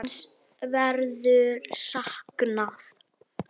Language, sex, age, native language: Icelandic, female, 9, Icelandic